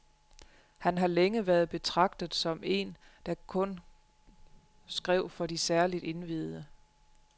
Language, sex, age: Danish, female, 35